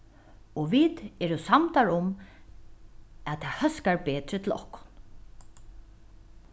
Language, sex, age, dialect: Faroese, female, 36-60, Norðuroyggjar